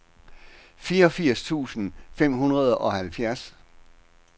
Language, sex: Danish, male